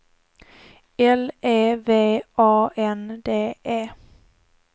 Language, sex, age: Swedish, female, 18